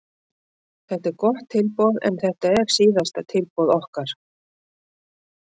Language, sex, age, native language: Icelandic, female, 60-69, Icelandic